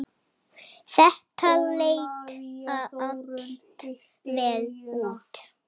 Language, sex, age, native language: Icelandic, female, 5, Icelandic